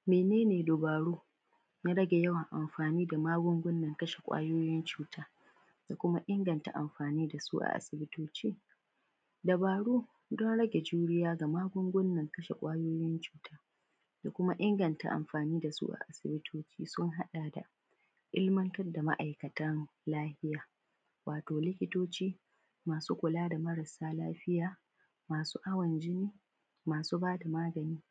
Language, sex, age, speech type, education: Hausa, female, 15-29, spontaneous, primary